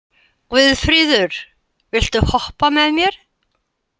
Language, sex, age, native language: Icelandic, female, 80-89, Icelandic